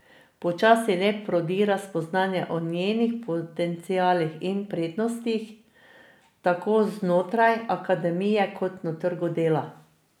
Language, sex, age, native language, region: Slovenian, female, 50-59, Slovenian, Drava region